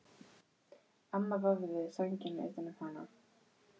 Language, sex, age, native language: Icelandic, female, 12, Icelandic